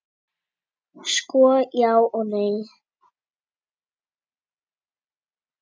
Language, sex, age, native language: Icelandic, female, 8, Icelandic